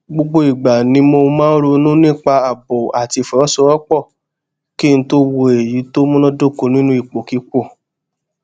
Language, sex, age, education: Yoruba, male, 30-45, tertiary